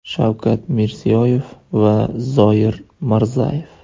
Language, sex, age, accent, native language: Uzbek, male, 18-24, Andijon, Uzbek